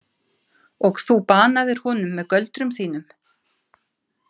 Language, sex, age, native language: Icelandic, female, 50-59, Icelandic